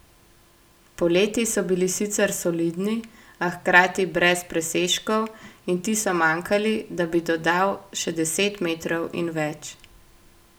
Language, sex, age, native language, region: Slovenian, female, 18-29, Slovenian, Gorenjska region